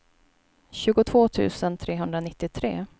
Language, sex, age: Swedish, female, 29